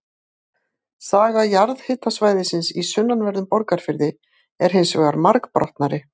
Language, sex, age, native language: Icelandic, female, 50-59, Icelandic